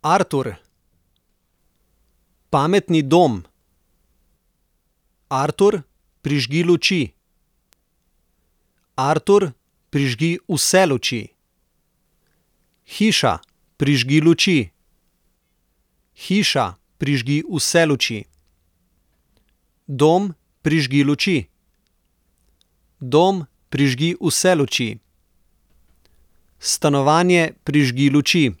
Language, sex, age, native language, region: Slovenian, male, 30-49, Slovenian, Southeast Slovenia